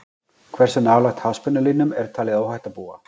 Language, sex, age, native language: Icelandic, male, 40-49, Icelandic